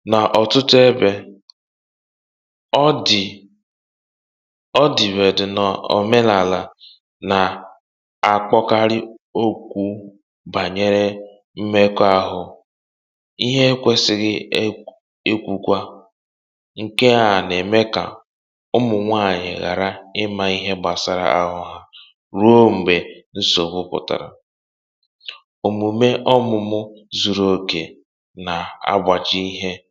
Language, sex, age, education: Igbo, male, 30-45, tertiary